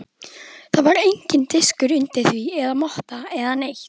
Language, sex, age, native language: Icelandic, female, 12, Icelandic